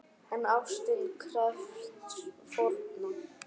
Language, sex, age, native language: Icelandic, male, 8, Icelandic